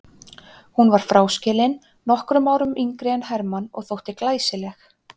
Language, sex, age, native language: Icelandic, female, 30-39, Icelandic